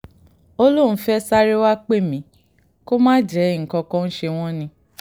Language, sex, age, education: Yoruba, female, 30-45, tertiary